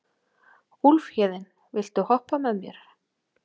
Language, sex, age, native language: Icelandic, female, 40-49, Icelandic